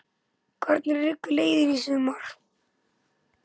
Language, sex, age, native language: Icelandic, male, 10, Icelandic